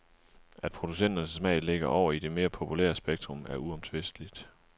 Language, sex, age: Danish, male, 37